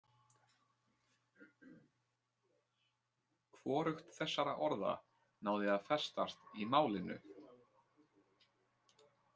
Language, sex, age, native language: Icelandic, male, 20-29, Icelandic